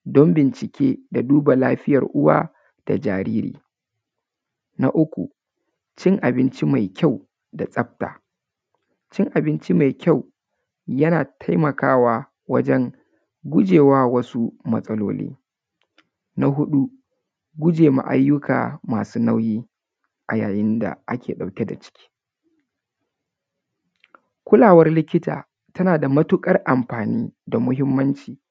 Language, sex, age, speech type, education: Hausa, female, 30-45, spontaneous, tertiary